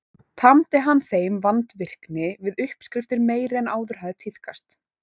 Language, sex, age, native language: Icelandic, female, 18-19, Icelandic